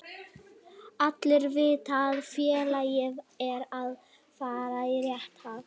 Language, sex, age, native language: Icelandic, female, 18-19, Icelandic